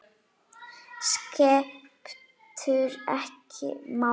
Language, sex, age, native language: Icelandic, female, 8, Icelandic